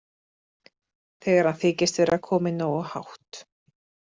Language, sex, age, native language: Icelandic, female, 30-39, Icelandic